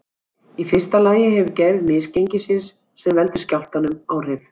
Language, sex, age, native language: Icelandic, female, 60-69, Icelandic